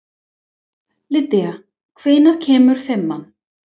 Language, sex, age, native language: Icelandic, female, 20-29, English